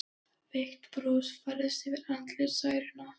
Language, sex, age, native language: Icelandic, other, 13, Danish